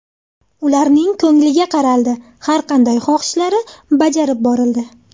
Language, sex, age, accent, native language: Uzbek, female, 19-29, Andijon, Uzbek